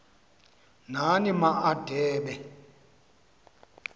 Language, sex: Xhosa, male